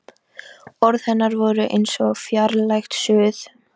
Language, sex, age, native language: Icelandic, female, 13, Icelandic